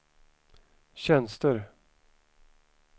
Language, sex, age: Swedish, male, 41